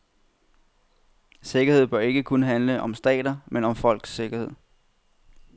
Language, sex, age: Danish, male, 31